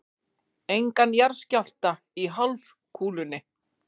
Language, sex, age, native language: Icelandic, female, 40-49, Icelandic